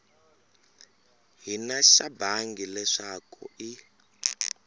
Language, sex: Tsonga, male